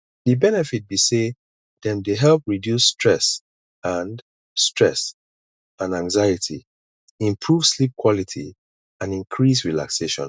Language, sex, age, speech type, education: Nigerian Pidgin, male, 30-45, spontaneous, tertiary